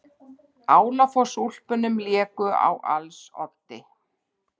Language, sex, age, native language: Icelandic, female, 60-69, Icelandic